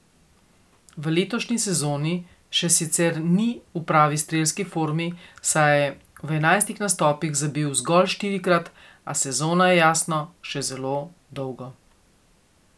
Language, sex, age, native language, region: Slovenian, female, 50-59, Slovenian, Coastal Karst region